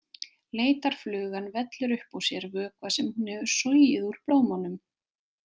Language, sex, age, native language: Icelandic, female, 20-29, Icelandic